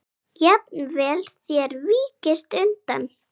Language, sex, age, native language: Icelandic, female, 8, Icelandic